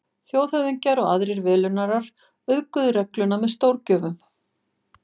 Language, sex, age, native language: Icelandic, female, 50-59, Icelandic